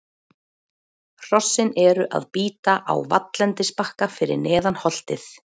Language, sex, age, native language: Icelandic, female, 40-49, Icelandic